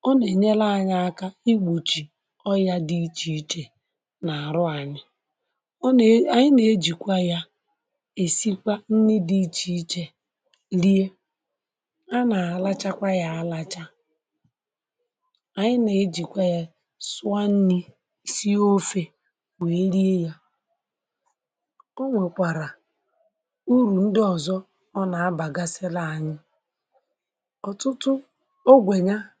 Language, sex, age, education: Igbo, male, 46-60, tertiary